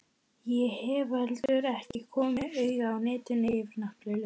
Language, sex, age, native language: Icelandic, female, 12, Icelandic